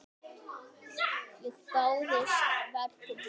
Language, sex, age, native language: Icelandic, male, 8, Icelandic